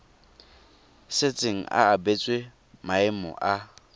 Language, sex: Tswana, male